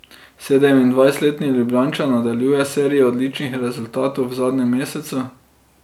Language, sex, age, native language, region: Slovenian, male, 30-49, Slovenian, Drava region